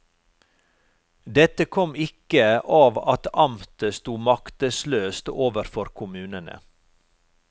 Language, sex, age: Norwegian, male, 45